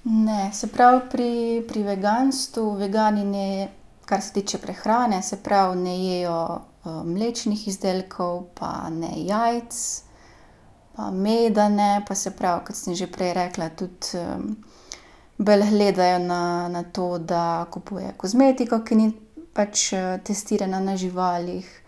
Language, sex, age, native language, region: Slovenian, female, 18-29, Slovenian, Gorica region